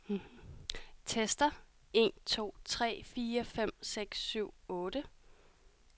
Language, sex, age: Danish, female, 30